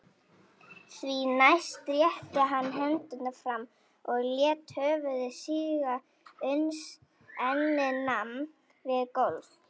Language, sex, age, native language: Icelandic, female, 18-19, Icelandic